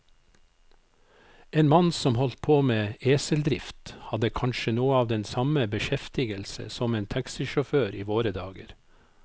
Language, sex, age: Norwegian, male, 55